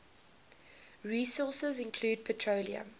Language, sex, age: English, female, 21